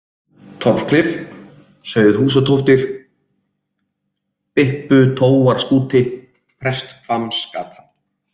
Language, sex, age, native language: Icelandic, male, 30-39, Icelandic